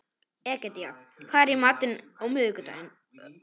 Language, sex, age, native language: Icelandic, male, 18-19, Polish